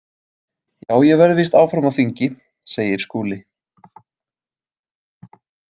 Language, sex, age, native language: Icelandic, male, 20-29, Icelandic